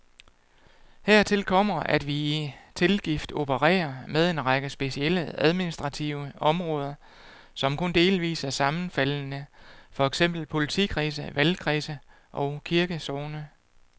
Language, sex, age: Danish, male, 48